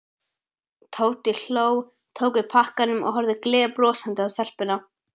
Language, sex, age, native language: Icelandic, male, 12, Icelandic